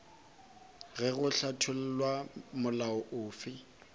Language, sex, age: Northern Sotho, male, 23